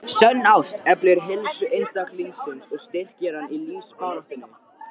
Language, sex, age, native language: Icelandic, male, 13, Icelandic